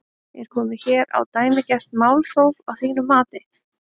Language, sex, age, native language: Icelandic, female, 30-39, Icelandic